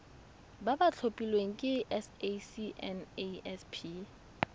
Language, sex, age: Tswana, female, 22